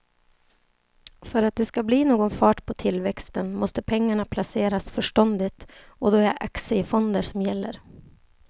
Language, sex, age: Swedish, female, 28